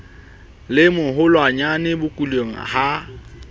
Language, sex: Southern Sotho, male